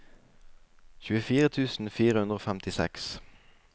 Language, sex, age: Norwegian, male, 20